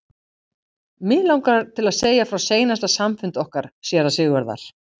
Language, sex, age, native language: Icelandic, female, 50-59, Icelandic